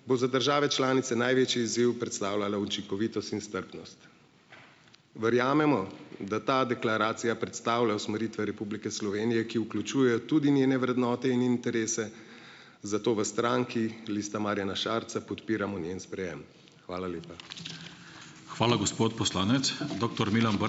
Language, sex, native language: Slovenian, male, Slovenian